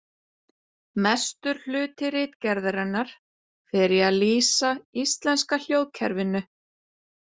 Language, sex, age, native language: Icelandic, female, 30-39, Icelandic